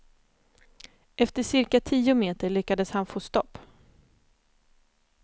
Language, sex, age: Swedish, female, 29